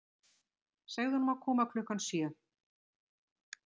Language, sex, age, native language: Icelandic, female, 60-69, Icelandic